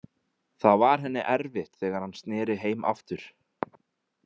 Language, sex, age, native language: Icelandic, male, 20-29, Icelandic